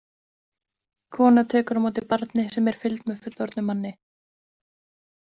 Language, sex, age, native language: Icelandic, female, 20-29, Icelandic